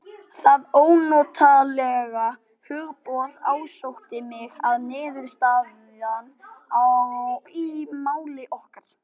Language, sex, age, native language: Icelandic, male, 12, Icelandic